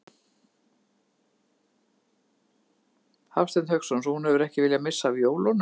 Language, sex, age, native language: Icelandic, female, 50-59, Icelandic